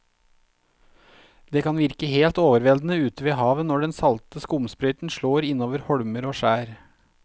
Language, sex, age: Norwegian, male, 32